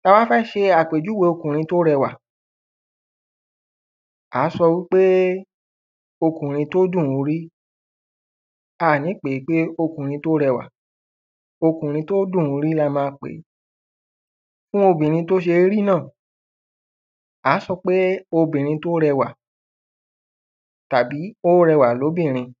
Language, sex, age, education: Yoruba, male, 15-29, tertiary